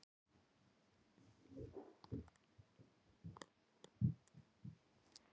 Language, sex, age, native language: Icelandic, female, 40-49, Icelandic